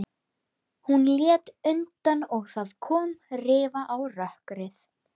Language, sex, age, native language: Icelandic, female, 12, Icelandic